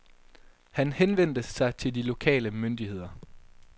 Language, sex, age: Danish, male, 22